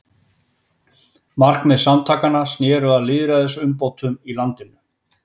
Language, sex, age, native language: Icelandic, male, 50-59, Icelandic